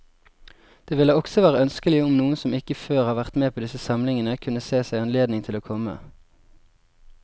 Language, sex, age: Norwegian, male, 20